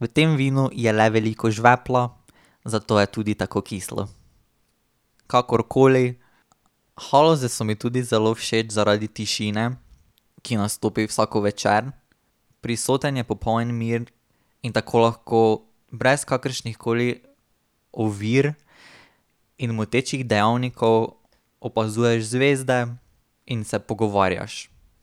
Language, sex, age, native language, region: Slovenian, male, 18-29, Slovenian, Drava region